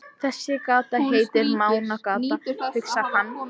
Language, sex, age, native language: Icelandic, female, 14, English